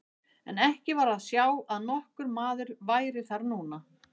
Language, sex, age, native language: Icelandic, female, 50-59, Icelandic